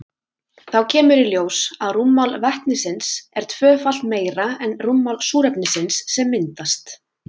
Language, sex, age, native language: Icelandic, female, 20-29, Icelandic